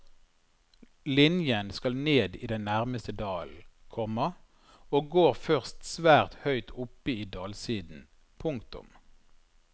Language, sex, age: Norwegian, male, 51